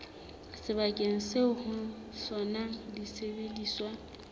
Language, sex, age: Southern Sotho, female, 35